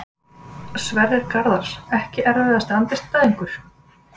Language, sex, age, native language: Icelandic, female, 20-29, Icelandic